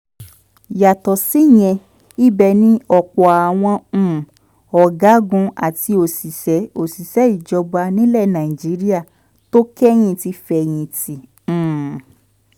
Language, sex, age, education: Yoruba, female, 15-29, tertiary